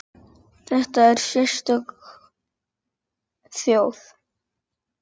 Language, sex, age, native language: Icelandic, male, 9, Icelandic